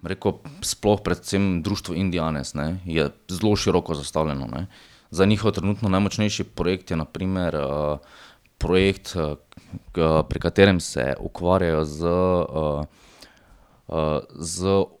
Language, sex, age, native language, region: Slovenian, male, 30-49, Slovenian, Drava region